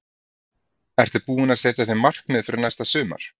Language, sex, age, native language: Icelandic, male, 30-39, Icelandic